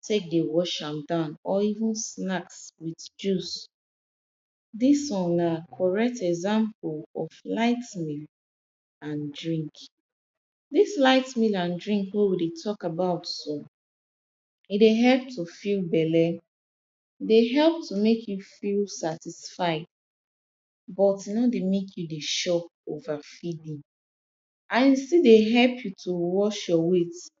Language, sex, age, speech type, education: Nigerian Pidgin, female, 15-29, spontaneous, tertiary